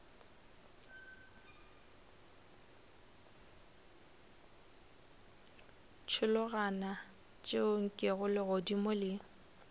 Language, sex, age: Northern Sotho, female, 26